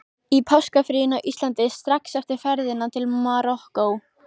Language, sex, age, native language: Icelandic, female, 14, Icelandic